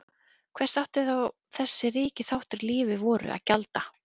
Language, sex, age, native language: Icelandic, female, 30-39, Icelandic